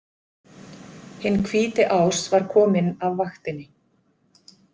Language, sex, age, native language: Icelandic, female, 50-59, Icelandic